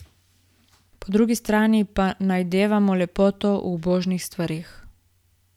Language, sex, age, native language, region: Slovenian, female, 18-29, Slovenian, Gorica region